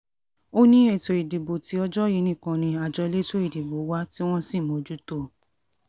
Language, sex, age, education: Yoruba, female, 15-29, tertiary